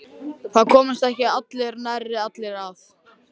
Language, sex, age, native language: Icelandic, male, 13, Icelandic